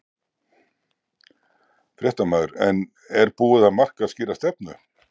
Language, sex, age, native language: Icelandic, male, 60-69, Icelandic